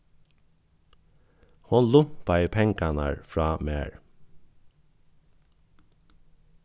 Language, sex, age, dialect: Faroese, male, 36-60, Norðuroyggjar